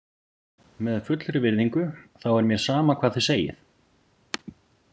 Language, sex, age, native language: Icelandic, male, 40-49, Icelandic